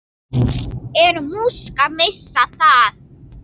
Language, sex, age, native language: Icelandic, female, 9, Icelandic